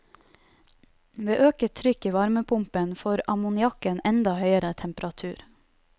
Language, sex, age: Norwegian, female, 31